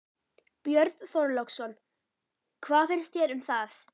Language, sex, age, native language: Icelandic, female, 11, Icelandic